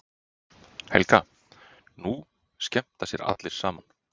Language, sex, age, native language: Icelandic, male, 30-39, Icelandic